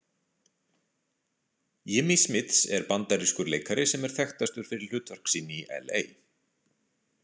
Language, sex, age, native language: Icelandic, male, 40-49, Icelandic